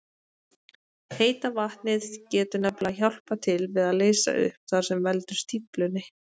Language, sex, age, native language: Icelandic, female, 20-29, Icelandic